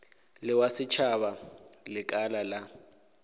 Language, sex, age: Northern Sotho, male, 18